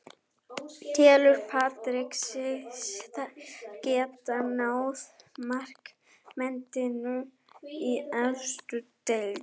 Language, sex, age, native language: Icelandic, female, 11, German